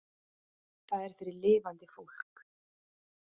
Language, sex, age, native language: Icelandic, female, 30-39, Icelandic